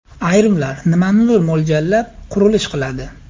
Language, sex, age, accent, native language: Uzbek, male, 18-24, Farg'ona, Uzbek